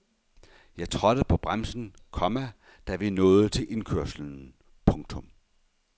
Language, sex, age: Danish, male, 51